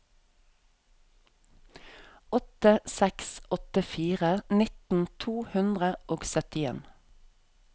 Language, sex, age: Norwegian, female, 34